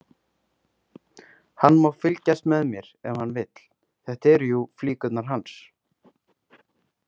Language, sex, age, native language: Icelandic, male, 18-19, Icelandic